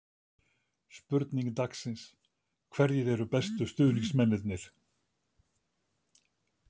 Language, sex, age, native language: Icelandic, male, 70-79, Icelandic